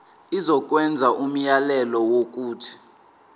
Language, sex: Zulu, male